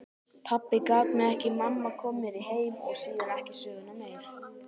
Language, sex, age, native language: Icelandic, male, 18-19, Icelandic